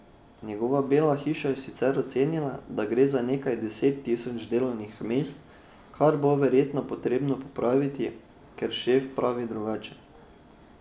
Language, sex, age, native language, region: Slovenian, male, 12-17, Slovenian, Drava region